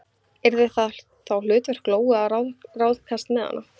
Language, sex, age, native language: Icelandic, female, 15, Icelandic